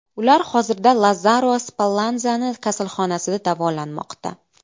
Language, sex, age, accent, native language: Uzbek, female, 25-34, Qashqadaryo, Uzbek